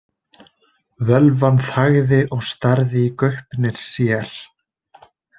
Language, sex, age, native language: Icelandic, male, 20-29, Icelandic